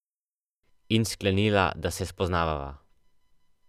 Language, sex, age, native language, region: Slovenian, male, 12-17, Slovenian, Central Slovenia